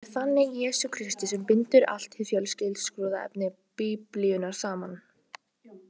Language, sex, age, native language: Icelandic, female, 18-19, Icelandic